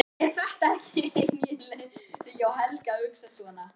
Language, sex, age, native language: Icelandic, male, 11, Icelandic